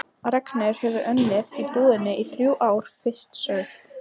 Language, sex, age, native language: Icelandic, female, 12, Icelandic